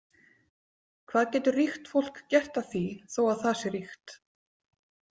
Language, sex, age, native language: Icelandic, female, 40-49, Icelandic